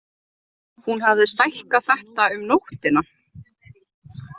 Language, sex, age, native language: Icelandic, female, 20-29, Icelandic